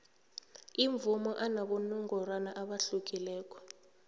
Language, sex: South Ndebele, female